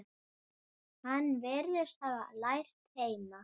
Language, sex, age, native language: Icelandic, male, 9, Icelandic